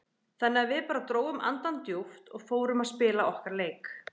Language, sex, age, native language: Icelandic, other, 30-39, Icelandic